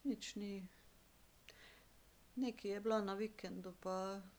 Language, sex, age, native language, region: Slovenian, female, 50-59, Slovenian, Carinthia region